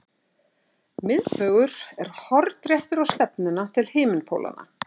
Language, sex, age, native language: Icelandic, female, 60-69, Icelandic